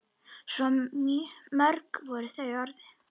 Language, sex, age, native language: Icelandic, female, 10, Icelandic